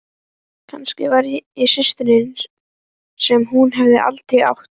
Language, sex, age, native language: Icelandic, male, 11, Icelandic